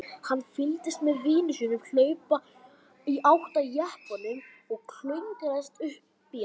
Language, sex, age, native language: Icelandic, female, 18-19, Icelandic